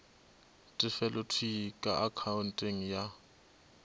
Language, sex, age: Northern Sotho, male, 24